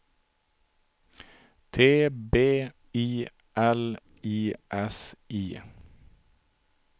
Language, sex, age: Swedish, male, 42